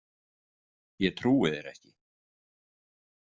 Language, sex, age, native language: Icelandic, male, 50-59, Icelandic